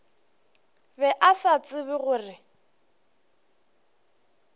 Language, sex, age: Northern Sotho, female, 21